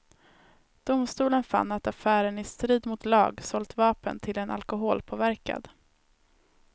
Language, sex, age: Swedish, female, 19